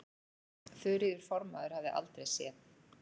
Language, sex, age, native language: Icelandic, female, 40-49, Icelandic